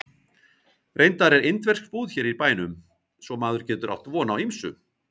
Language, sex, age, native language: Icelandic, male, 50-59, Icelandic